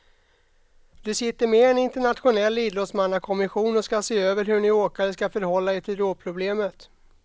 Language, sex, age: Swedish, male, 32